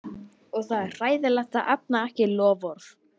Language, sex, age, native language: Icelandic, male, 11, Icelandic